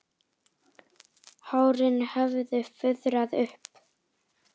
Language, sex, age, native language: Icelandic, female, 10, Icelandic